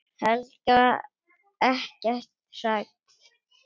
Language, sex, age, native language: Icelandic, female, 7, Icelandic